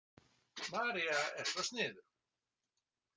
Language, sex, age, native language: Icelandic, male, 60-69, Icelandic